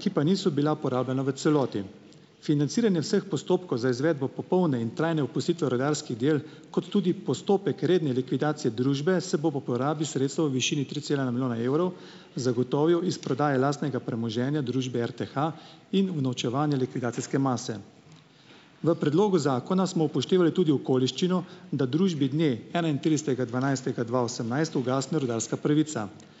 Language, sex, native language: Slovenian, male, Slovenian